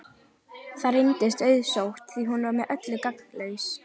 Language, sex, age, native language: Icelandic, female, 11, Icelandic